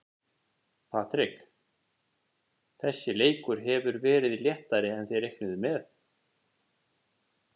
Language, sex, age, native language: Icelandic, male, 50-59, Icelandic